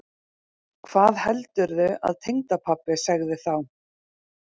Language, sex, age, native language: Icelandic, female, 30-39, Icelandic